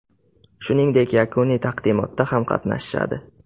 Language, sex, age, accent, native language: Uzbek, male, 18-24, Qashqadaryo, Uzbek